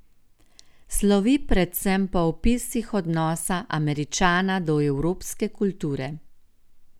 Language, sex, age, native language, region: Slovenian, female, 50-59, Slovenian, Gorenjska region